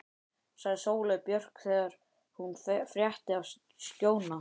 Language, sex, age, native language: Icelandic, male, 11, Icelandic